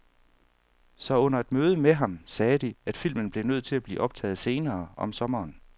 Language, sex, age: Danish, male, 31